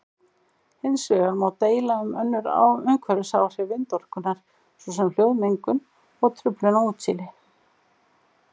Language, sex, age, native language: Icelandic, female, 50-59, Icelandic